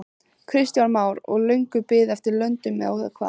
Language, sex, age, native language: Icelandic, female, 15, Icelandic